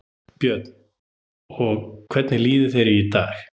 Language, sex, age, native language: Icelandic, male, 30-39, Icelandic